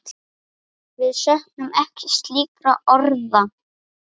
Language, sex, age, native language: Icelandic, female, 8, Icelandic